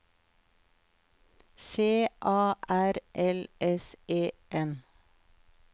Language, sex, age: Norwegian, female, 48